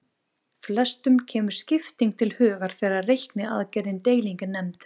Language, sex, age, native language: Icelandic, female, 20-29, Icelandic